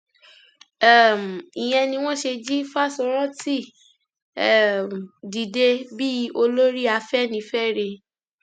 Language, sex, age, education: Yoruba, female, 15-29, tertiary